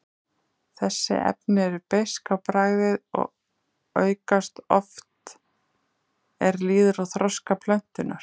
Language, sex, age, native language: Icelandic, female, 30-39, Icelandic